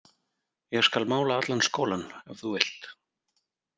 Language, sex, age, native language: Icelandic, male, 40-49, Icelandic